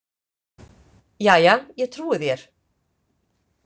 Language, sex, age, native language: Icelandic, female, 50-59, Icelandic